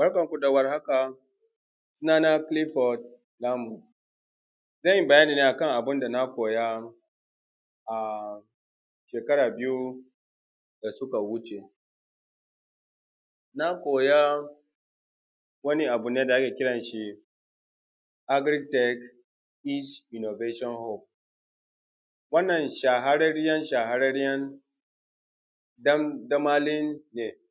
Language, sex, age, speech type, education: Hausa, male, 30-45, spontaneous, tertiary